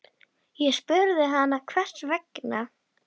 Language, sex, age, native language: Icelandic, female, 10, Icelandic